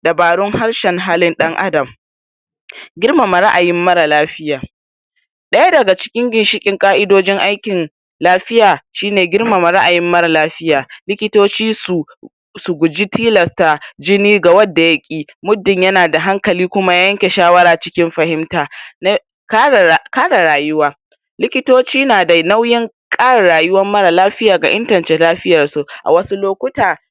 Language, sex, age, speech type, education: Hausa, male, 46-60, spontaneous, tertiary